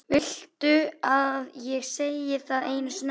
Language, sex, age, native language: Icelandic, female, 11, Icelandic